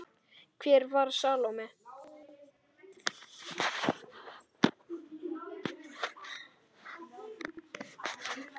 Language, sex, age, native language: Icelandic, male, 9, Icelandic